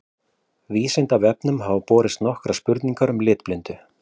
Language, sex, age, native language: Icelandic, male, 40-49, Icelandic